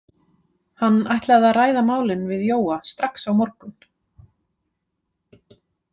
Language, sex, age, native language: Icelandic, female, 40-49, Icelandic